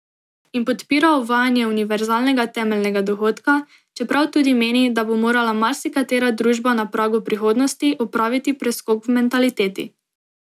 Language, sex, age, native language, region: Slovenian, female, 18-29, Slovenian, Drava region